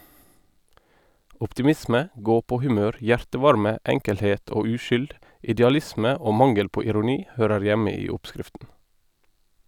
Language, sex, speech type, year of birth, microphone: Norwegian, male, read, 1989, Sennheiser